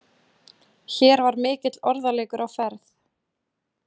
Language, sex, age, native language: Icelandic, female, 20-29, Icelandic